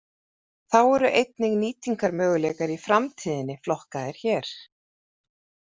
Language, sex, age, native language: Icelandic, female, 40-49, Icelandic